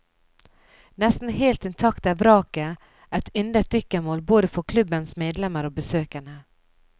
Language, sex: Norwegian, female